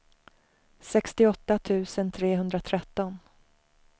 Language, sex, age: Swedish, female, 35